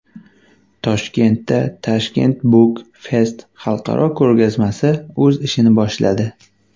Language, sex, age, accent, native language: Uzbek, male, 19-29, Qashqadaryo, Uzbek